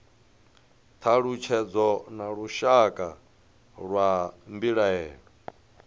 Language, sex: Venda, male